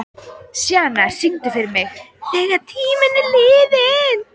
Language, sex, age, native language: Icelandic, female, 14, Icelandic